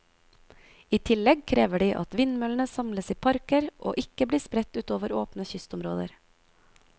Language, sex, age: Norwegian, female, 22